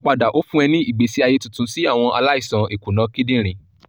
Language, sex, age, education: Yoruba, male, 15-29, tertiary